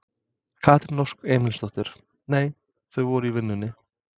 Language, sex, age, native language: Icelandic, male, 20-29, Serbo-Croatian